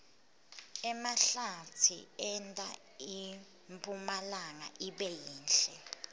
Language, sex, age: Swati, female, 22